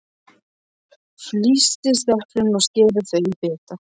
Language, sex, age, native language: Icelandic, male, 13, Polish